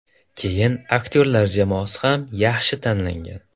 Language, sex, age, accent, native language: Uzbek, male, 12-17, Toshkent viloyati, Kazakh